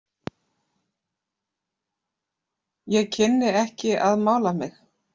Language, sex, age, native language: Icelandic, female, 40-49, Icelandic